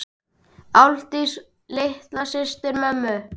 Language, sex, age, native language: Icelandic, male, 10, Icelandic